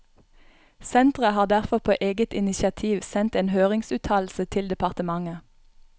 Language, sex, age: Norwegian, female, 31